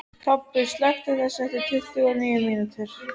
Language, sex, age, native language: Icelandic, female, 13, Icelandic